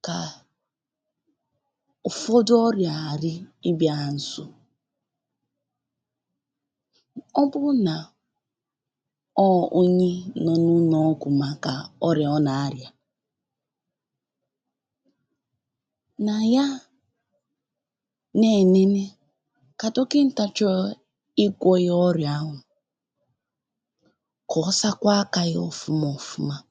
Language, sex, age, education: Igbo, female, 15-29, tertiary